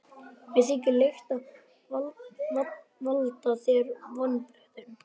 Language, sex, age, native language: Icelandic, male, 11, Icelandic